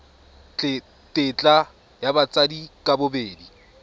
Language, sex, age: Tswana, male, 22